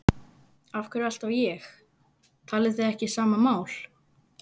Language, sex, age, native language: Icelandic, female, 11, Icelandic